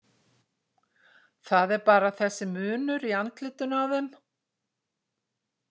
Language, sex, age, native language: Icelandic, female, 60-69, Icelandic